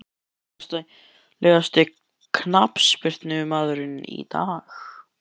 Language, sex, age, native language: Icelandic, male, 11, Icelandic